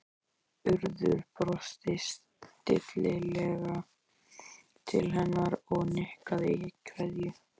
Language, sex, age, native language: Icelandic, male, 13, Icelandic